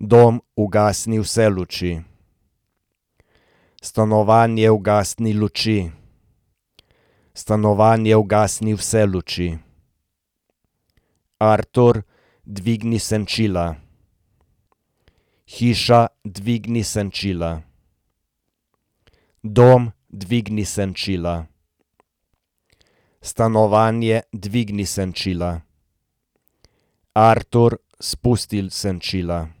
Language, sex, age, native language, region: Slovenian, male, 30-49, Slovenian, Gorenjska region